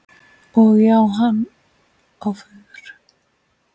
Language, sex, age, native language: Icelandic, female, 8, Icelandic